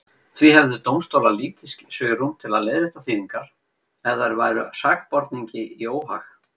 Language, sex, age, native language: Icelandic, male, 50-59, Icelandic